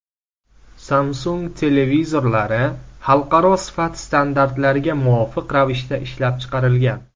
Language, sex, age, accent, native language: Uzbek, male, 19-29, Samarqand, Uzbek